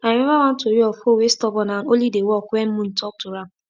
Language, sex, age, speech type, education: Nigerian Pidgin, female, 15-29, spontaneous, tertiary